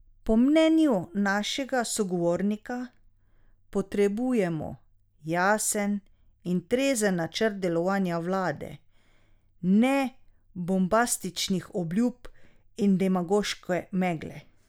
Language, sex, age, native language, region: Slovenian, female, 30-49, Slovenian, Drava region